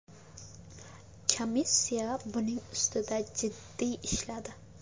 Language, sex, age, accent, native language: Uzbek, female, 19-29, Qashqadaryo, Uzbek